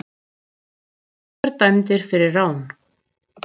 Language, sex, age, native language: Icelandic, female, 40-49, Icelandic